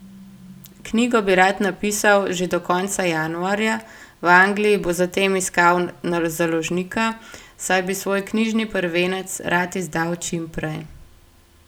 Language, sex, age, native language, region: Slovenian, female, 18-29, Slovenian, Gorenjska region